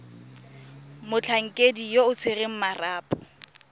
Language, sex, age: Tswana, female, 23